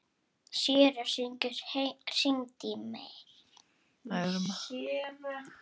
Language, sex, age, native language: Icelandic, female, 6, Icelandic